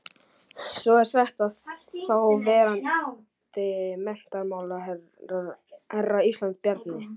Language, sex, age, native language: Icelandic, male, 11, Icelandic